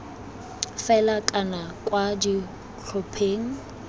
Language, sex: Tswana, female